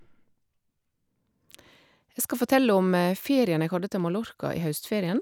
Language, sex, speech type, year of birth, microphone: Norwegian, female, spontaneous, 1972, Shure